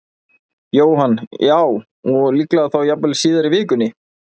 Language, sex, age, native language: Icelandic, male, 20-29, Icelandic